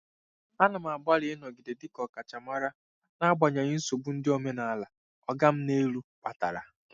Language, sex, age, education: Igbo, male, 15-29, secondary